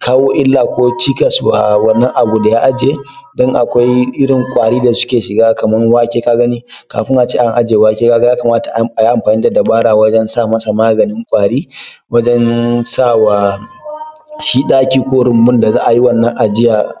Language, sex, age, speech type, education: Hausa, male, 15-29, spontaneous, tertiary